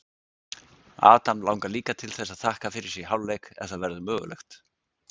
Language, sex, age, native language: Icelandic, male, 60-69, Icelandic